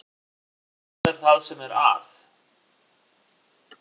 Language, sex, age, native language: Icelandic, male, 40-49, Icelandic